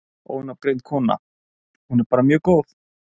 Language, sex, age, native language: Icelandic, male, 20-29, Icelandic